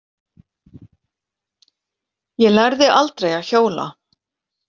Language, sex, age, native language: Icelandic, female, 40-49, Icelandic